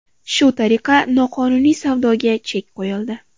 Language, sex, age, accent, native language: Uzbek, female, 18-24, Farg'ona, Uzbek